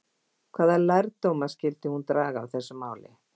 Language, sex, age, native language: Icelandic, female, 50-59, Icelandic